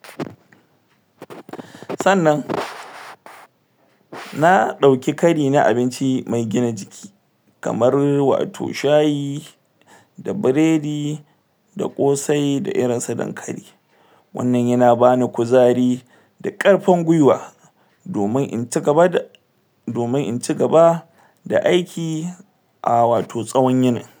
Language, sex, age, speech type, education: Hausa, male, 60+, spontaneous, tertiary